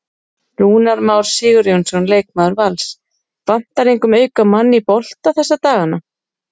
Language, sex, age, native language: Icelandic, female, 30-39, Icelandic